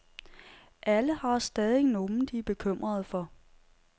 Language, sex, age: Danish, female, 30